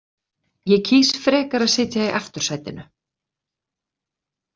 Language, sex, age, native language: Icelandic, female, 30-39, Icelandic